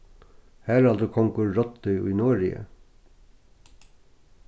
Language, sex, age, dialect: Faroese, male, 61+, Norðurstreymoy/Eysturoy